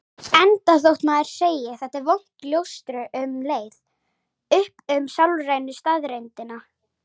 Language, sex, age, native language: Icelandic, female, 18-19, Icelandic